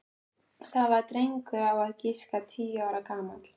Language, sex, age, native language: Icelandic, female, 13, Icelandic